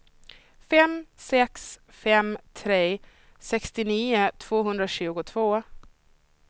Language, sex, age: Swedish, female, 26